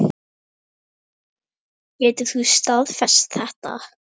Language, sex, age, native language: Icelandic, female, 9, Icelandic